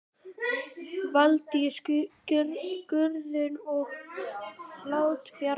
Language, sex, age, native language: Icelandic, male, 9, Icelandic